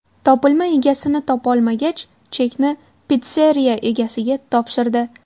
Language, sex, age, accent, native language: Uzbek, female, 18-24, Qashqadaryo, Uzbek